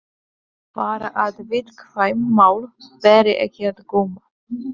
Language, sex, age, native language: Icelandic, female, 30-39, Polish